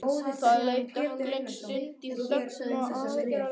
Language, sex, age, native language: Icelandic, male, 12, Icelandic